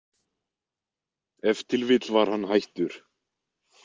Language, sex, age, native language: Icelandic, male, 20-29, Icelandic